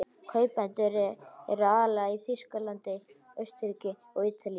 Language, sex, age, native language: Icelandic, male, 12, Icelandic